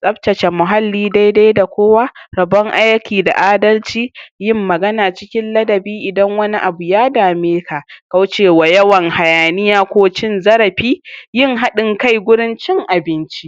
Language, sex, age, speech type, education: Hausa, male, 46-60, spontaneous, tertiary